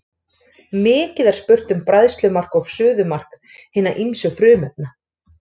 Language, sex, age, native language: Icelandic, female, 30-39, Icelandic